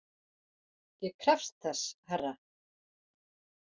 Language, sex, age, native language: Icelandic, female, 40-49, Icelandic